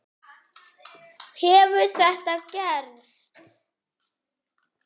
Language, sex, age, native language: Icelandic, female, 9, Icelandic